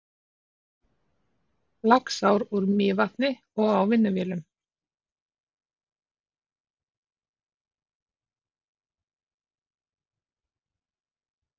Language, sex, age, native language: Icelandic, female, 40-49, Icelandic